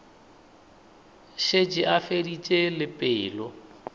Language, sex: Northern Sotho, male